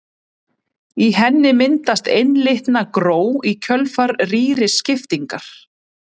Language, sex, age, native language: Icelandic, female, 30-39, Icelandic